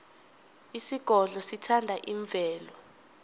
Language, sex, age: South Ndebele, female, 21